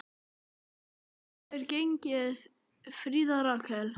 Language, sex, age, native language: Icelandic, male, 9, Icelandic